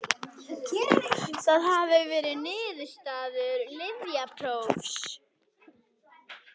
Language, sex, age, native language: Icelandic, female, 21, Icelandic